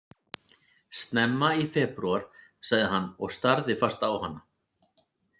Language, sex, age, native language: Icelandic, male, 40-49, Icelandic